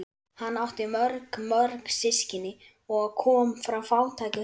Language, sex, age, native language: Icelandic, male, 11, Icelandic